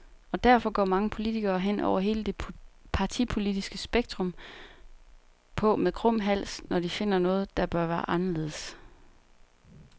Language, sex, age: Danish, female, 29